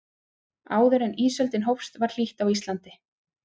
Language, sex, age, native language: Icelandic, female, 30-39, Icelandic